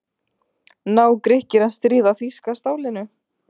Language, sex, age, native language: Icelandic, female, 15, Icelandic